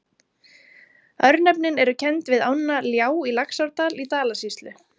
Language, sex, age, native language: Icelandic, female, 30-39, Icelandic